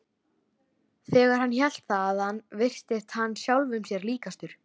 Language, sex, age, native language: Icelandic, female, 13, Icelandic